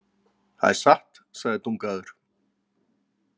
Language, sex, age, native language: Icelandic, male, 40-49, Icelandic